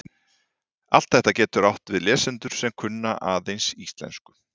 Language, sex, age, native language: Icelandic, male, 40-49, Icelandic